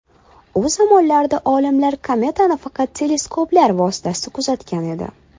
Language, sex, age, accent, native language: Uzbek, female, 19-29, Toshkent shahri, Uzbek